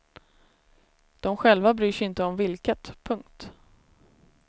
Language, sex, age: Swedish, female, 33